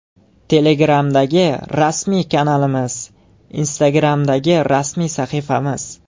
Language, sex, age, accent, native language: Uzbek, male, 18-24, Jizzax, Uzbek